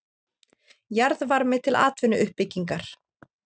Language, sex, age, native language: Icelandic, female, 30-39, Icelandic